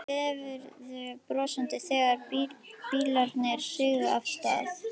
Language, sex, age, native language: Icelandic, female, 11, Icelandic